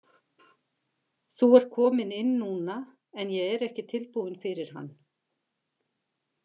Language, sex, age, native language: Icelandic, female, 50-59, Icelandic